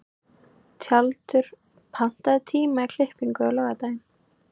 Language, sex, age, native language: Icelandic, female, 18-19, Icelandic